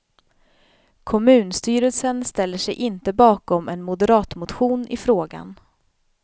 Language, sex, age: Swedish, female, 32